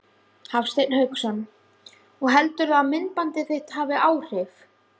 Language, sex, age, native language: Icelandic, female, 16, Icelandic